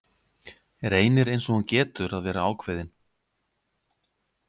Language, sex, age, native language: Icelandic, male, 50-59, Icelandic